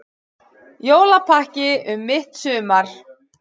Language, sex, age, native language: Icelandic, female, 40-49, Icelandic